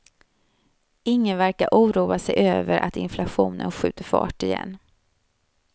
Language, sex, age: Swedish, female, 35